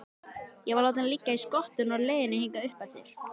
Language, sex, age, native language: Icelandic, male, 12, Icelandic